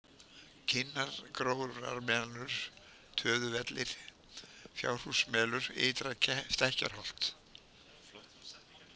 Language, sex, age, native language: Icelandic, male, 70-79, Icelandic